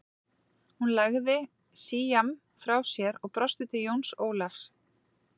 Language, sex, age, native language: Icelandic, female, 40-49, Icelandic